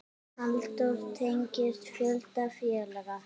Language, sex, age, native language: Icelandic, female, 6, Icelandic